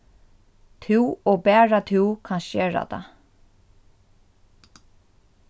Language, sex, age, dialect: Faroese, female, 36-60, Norðurstreymoy/Eysturoy